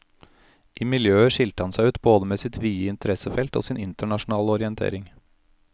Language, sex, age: Norwegian, male, 31